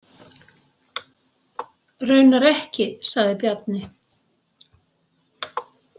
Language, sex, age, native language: Icelandic, female, 60-69, Icelandic